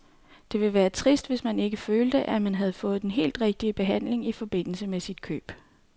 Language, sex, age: Danish, female, 39